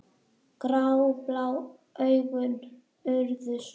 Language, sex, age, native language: Icelandic, male, 9, Icelandic